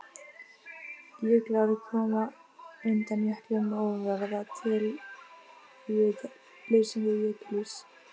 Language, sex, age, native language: Icelandic, female, 15, Icelandic